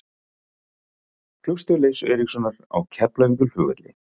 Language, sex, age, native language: Icelandic, male, 40-49, Icelandic